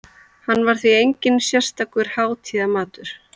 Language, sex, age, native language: Icelandic, female, 40-49, Icelandic